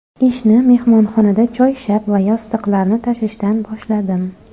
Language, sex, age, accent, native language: Uzbek, female, 25-34, Toshkent shahri, Uzbek